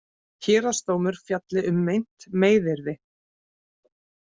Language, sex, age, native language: Icelandic, female, 30-39, Icelandic